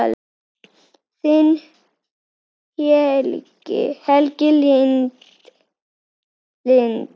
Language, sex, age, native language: Icelandic, female, 9, Icelandic